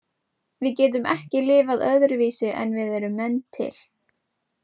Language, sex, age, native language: Icelandic, female, 18-19, Icelandic